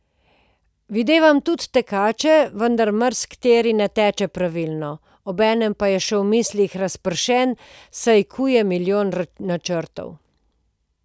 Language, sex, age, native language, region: Slovenian, female, 50-59, Slovenian, Posavska region